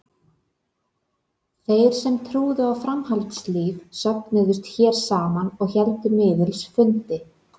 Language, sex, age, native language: Icelandic, female, 30-39, Icelandic